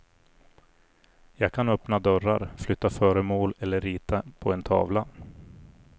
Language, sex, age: Swedish, male, 40